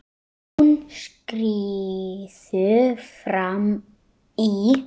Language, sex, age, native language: Icelandic, male, 9, Icelandic